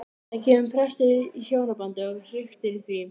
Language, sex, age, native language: Icelandic, female, 13, Icelandic